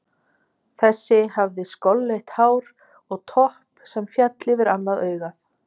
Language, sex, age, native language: Icelandic, female, 50-59, Icelandic